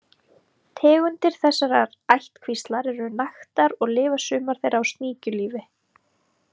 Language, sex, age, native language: Icelandic, female, 30-39, Icelandic